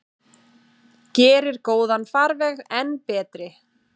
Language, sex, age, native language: Icelandic, female, 7, Icelandic